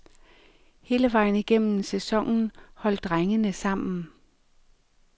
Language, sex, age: Danish, female, 45